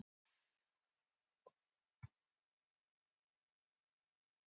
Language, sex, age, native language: Icelandic, female, 50-59, Icelandic